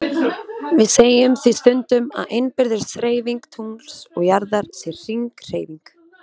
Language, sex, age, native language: Icelandic, female, 20-29, Icelandic